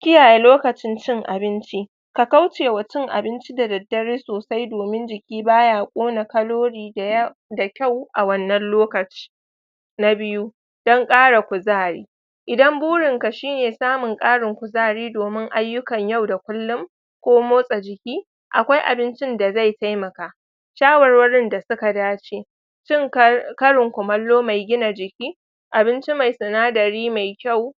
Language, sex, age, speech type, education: Hausa, female, 30-45, spontaneous, tertiary